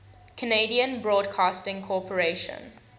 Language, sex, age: English, female, 21